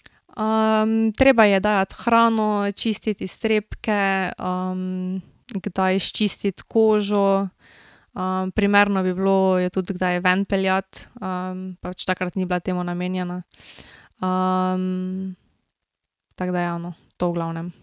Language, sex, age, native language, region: Slovenian, female, 18-29, Slovenian, Drava region